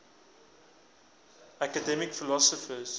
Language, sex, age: English, male, 20